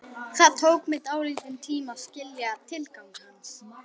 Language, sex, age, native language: Icelandic, female, 11, Icelandic